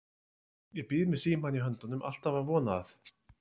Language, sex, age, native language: Icelandic, male, 30-39, Icelandic